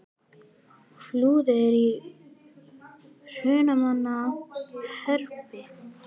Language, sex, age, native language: Icelandic, female, 11, Icelandic